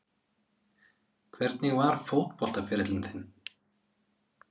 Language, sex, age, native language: Icelandic, male, 30-39, Icelandic